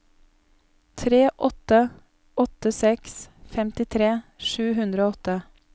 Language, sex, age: Norwegian, female, 31